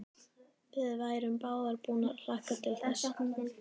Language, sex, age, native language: Icelandic, female, 13, Icelandic